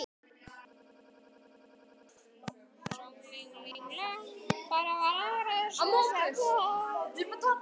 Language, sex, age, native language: Icelandic, male, 10, Icelandic